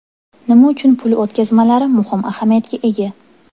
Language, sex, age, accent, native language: Uzbek, female, 18-24, Toshkent shahri, Uzbek